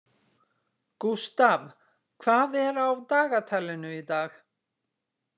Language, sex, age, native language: Icelandic, female, 60-69, Icelandic